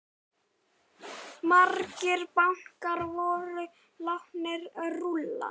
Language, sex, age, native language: Icelandic, male, 9, Icelandic